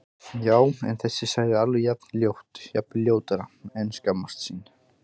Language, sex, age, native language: Icelandic, male, 20-29, Icelandic